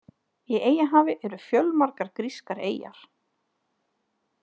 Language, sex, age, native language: Icelandic, female, 30-39, Icelandic